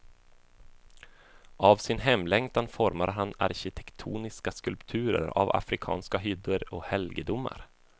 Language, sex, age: Swedish, male, 24